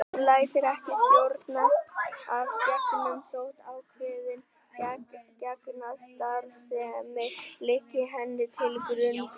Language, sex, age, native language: Icelandic, male, 18-19, Icelandic